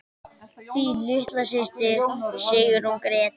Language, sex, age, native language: Icelandic, male, 10, Icelandic